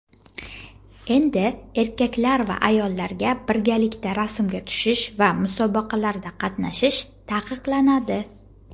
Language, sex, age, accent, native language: Uzbek, female, 19-29, Jizzax, Uzbek